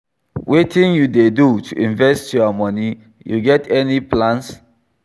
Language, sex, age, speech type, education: Nigerian Pidgin, male, 46-60, read, tertiary